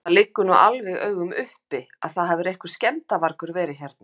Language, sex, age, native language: Icelandic, female, 50-59, Icelandic